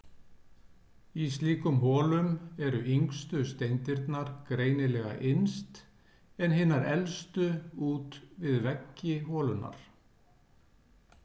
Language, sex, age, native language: Icelandic, male, 60-69, Icelandic